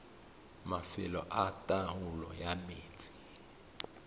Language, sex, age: Tswana, male, 31